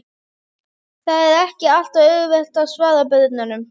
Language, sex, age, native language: Icelandic, female, 11, Icelandic